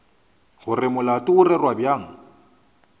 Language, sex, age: Northern Sotho, male, 29